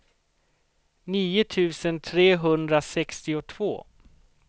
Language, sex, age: Swedish, male, 38